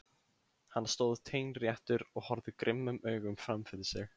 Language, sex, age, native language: Icelandic, male, 15, Icelandic